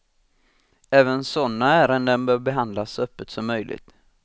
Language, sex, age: Swedish, male, 26